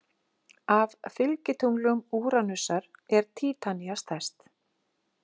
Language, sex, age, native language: Icelandic, female, 40-49, Icelandic